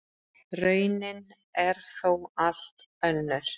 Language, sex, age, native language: Icelandic, female, 30-39, Icelandic